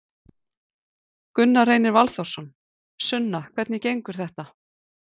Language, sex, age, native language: Icelandic, female, 40-49, Icelandic